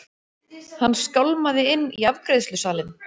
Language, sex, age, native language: Icelandic, female, 40-49, Icelandic